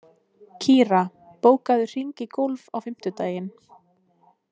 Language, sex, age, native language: Icelandic, female, 20-29, Icelandic